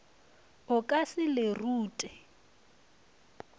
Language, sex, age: Northern Sotho, female, 23